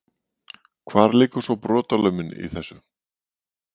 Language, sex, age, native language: Icelandic, male, 40-49, Icelandic